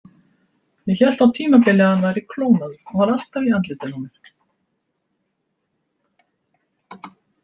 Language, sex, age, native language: Icelandic, female, 70-79, Icelandic